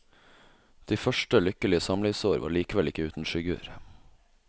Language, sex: Norwegian, male